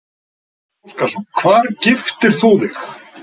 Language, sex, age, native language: Icelandic, male, 50-59, Icelandic